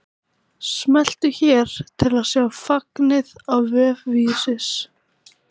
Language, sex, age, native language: Icelandic, female, 18-19, Icelandic